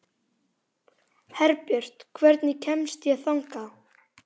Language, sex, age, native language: Icelandic, male, 11, Icelandic